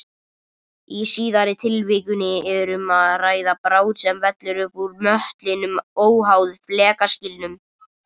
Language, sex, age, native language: Icelandic, male, 30-39, Icelandic